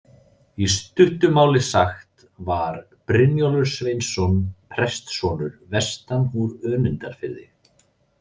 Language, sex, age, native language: Icelandic, male, 30-39, Icelandic